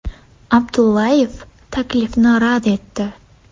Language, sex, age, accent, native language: Uzbek, female, 18-24, Andijon, Uzbek